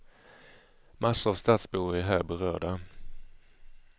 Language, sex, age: Swedish, male, 35